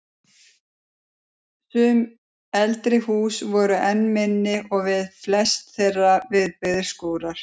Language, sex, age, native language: Icelandic, female, 50-59, Icelandic